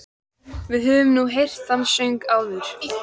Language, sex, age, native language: Icelandic, female, 14, Icelandic